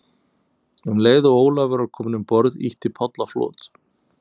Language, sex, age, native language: Icelandic, male, 30-39, Icelandic